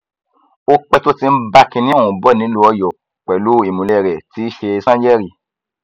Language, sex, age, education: Yoruba, female, 15-29, tertiary